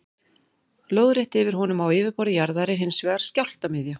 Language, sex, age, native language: Icelandic, female, 40-49, Icelandic